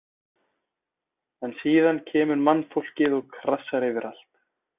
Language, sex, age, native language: Icelandic, male, 20-29, Icelandic